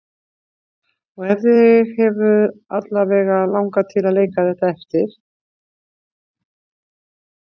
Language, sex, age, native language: Icelandic, female, 60-69, Icelandic